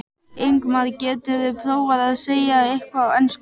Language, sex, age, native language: Icelandic, female, 12, Icelandic